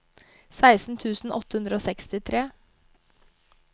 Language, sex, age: Norwegian, female, 22